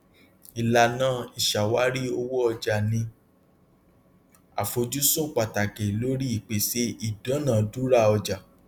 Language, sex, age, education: Yoruba, male, 30-45, tertiary